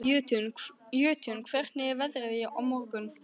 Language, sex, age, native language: Icelandic, male, 12, Icelandic